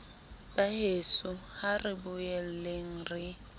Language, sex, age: Southern Sotho, female, 19